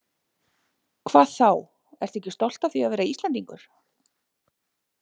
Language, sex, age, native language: Icelandic, female, 40-49, Icelandic